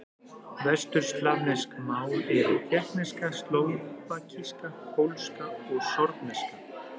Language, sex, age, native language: Icelandic, male, 40-49, Icelandic